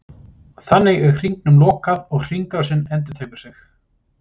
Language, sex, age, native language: Icelandic, male, 30-39, Icelandic